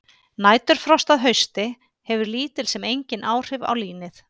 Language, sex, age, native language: Icelandic, female, 50-59, Icelandic